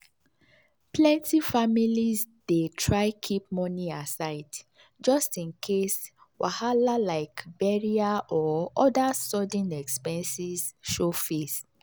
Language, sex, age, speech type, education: Nigerian Pidgin, female, 30-45, spontaneous, tertiary